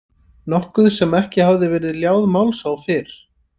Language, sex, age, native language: Icelandic, male, 30-39, Icelandic